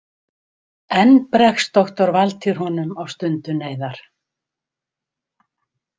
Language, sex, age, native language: Icelandic, female, 70-79, Icelandic